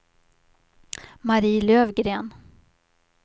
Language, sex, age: Swedish, female, 50